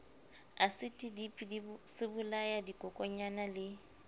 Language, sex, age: Southern Sotho, female, 25